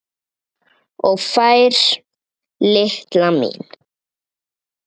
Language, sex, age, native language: Icelandic, male, 7, Icelandic